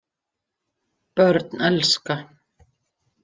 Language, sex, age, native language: Icelandic, female, 50-59, Icelandic